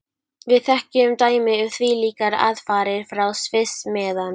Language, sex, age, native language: Icelandic, female, 12, Icelandic